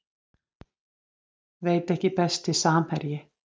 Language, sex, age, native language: Icelandic, female, 50-59, Icelandic